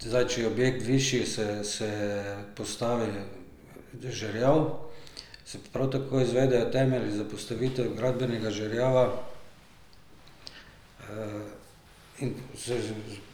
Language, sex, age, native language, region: Slovenian, male, 50-59, Slovenian, Drava region